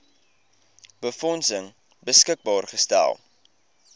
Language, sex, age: Afrikaans, male, 20